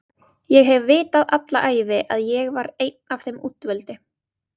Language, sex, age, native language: Icelandic, female, 20-29, Icelandic